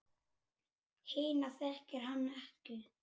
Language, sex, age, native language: Icelandic, male, 8, Icelandic